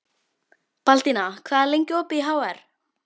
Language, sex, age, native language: Icelandic, female, 12, Icelandic